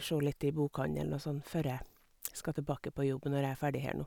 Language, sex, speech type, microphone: Norwegian, female, spontaneous, Sennheiser